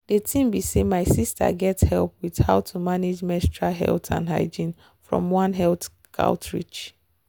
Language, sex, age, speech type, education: Nigerian Pidgin, female, 30-45, spontaneous, tertiary